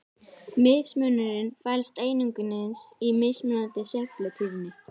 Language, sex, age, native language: Icelandic, female, 18-19, Icelandic